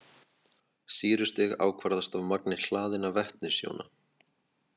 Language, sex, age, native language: Icelandic, male, 20-29, Icelandic